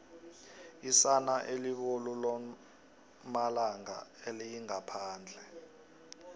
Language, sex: South Ndebele, male